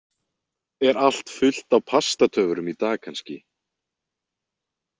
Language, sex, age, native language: Icelandic, male, 20-29, Icelandic